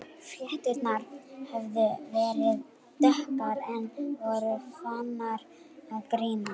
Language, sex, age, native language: Icelandic, female, 11, Icelandic